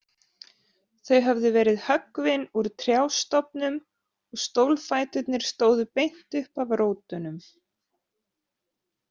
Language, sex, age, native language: Icelandic, male, 40-49, Icelandic